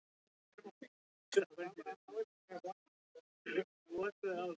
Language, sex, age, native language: Icelandic, male, 20-29, English